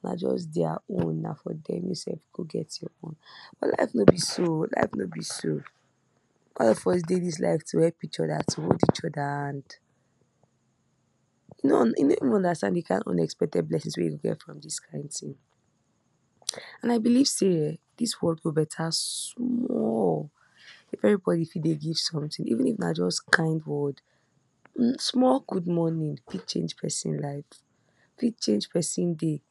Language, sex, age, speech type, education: Nigerian Pidgin, female, 46-60, spontaneous, tertiary